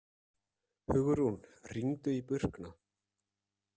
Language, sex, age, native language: Icelandic, male, 30-39, Icelandic